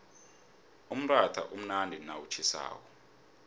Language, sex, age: South Ndebele, male, 26